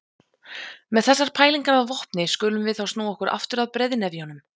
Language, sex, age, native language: Icelandic, female, 20-29, Icelandic